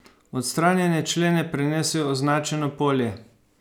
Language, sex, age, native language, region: Slovenian, male, 50-59, Slovenian, Savinja region